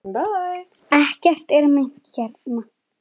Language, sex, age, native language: Icelandic, male, 7, Icelandic